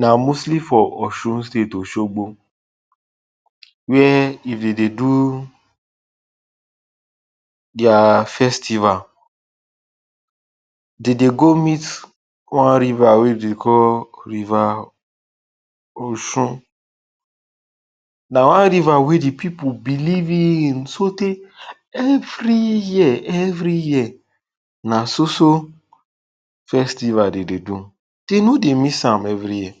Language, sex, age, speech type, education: Nigerian Pidgin, male, 15-29, spontaneous, tertiary